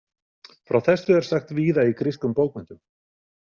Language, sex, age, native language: Icelandic, male, 40-49, Icelandic